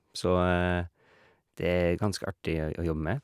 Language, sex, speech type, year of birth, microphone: Norwegian, male, spontaneous, 1981, Shure